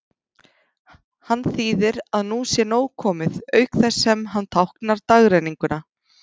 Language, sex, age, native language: Icelandic, female, 30-39, Icelandic